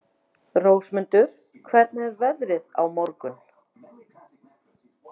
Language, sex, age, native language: Icelandic, female, 40-49, Icelandic